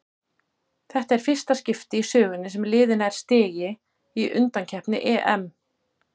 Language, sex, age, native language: Icelandic, female, 40-49, Icelandic